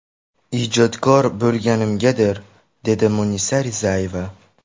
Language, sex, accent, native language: Uzbek, male, Samarqand, Uzbek